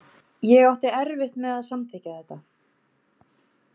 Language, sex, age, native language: Icelandic, female, 30-39, Icelandic